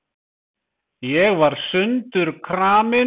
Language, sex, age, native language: Icelandic, male, 20-29, Icelandic